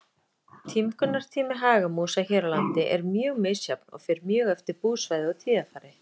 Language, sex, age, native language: Icelandic, female, 30-39, Icelandic